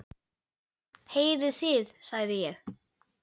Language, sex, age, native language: Icelandic, male, 9, Icelandic